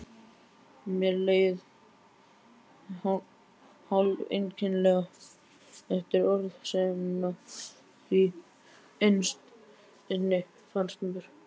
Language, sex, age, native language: Icelandic, male, 12, Icelandic